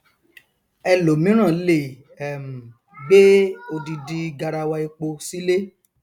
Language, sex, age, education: Yoruba, male, 30-45, tertiary